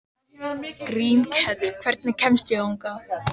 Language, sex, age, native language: Icelandic, male, 13, Icelandic